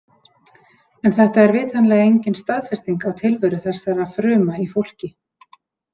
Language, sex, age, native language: Icelandic, female, 30-39, Icelandic